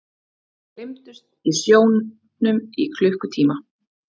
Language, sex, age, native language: Icelandic, female, 30-39, Icelandic